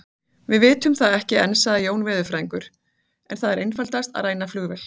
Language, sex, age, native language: Icelandic, female, 40-49, Icelandic